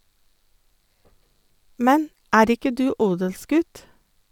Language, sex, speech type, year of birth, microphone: Norwegian, female, read, 1956, Sennheiser